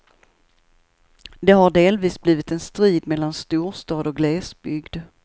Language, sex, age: Swedish, female, 54